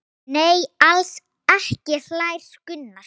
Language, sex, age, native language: Icelandic, female, 8, Icelandic